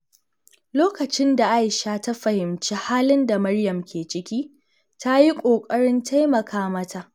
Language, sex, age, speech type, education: Hausa, female, 15-29, read, secondary